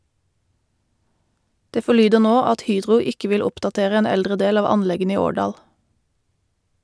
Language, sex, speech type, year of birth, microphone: Norwegian, female, read, 1988, Shure